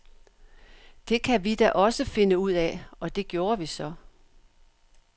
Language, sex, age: Danish, female, 62